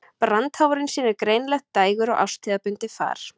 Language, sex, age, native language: Icelandic, female, 30-39, Icelandic